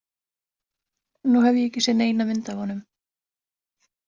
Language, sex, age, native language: Icelandic, female, 20-29, Icelandic